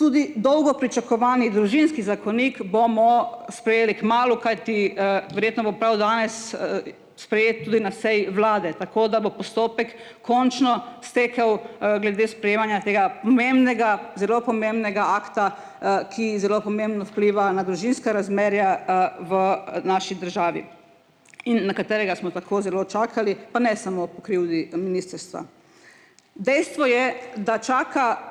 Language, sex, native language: Slovenian, female, Slovenian